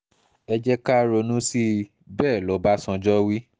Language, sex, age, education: Yoruba, male, 15-29, tertiary